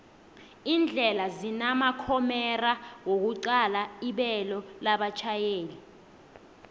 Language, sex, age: South Ndebele, female, 20